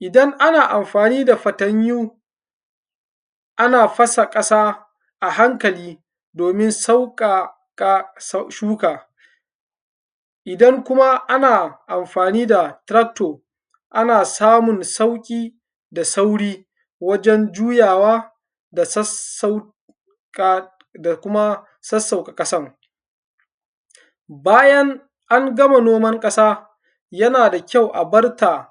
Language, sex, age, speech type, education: Hausa, male, 15-29, spontaneous, tertiary